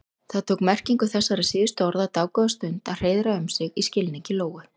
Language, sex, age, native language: Icelandic, female, 40-49, Icelandic